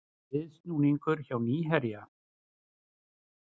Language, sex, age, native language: Icelandic, male, 60-69, Icelandic